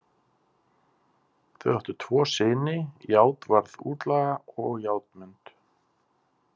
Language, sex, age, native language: Icelandic, male, 30-39, Icelandic